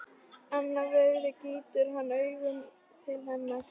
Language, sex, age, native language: Icelandic, female, 13, Icelandic